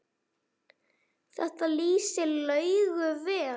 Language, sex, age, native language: Icelandic, male, 9, Icelandic